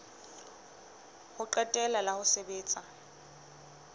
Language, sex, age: Southern Sotho, female, 23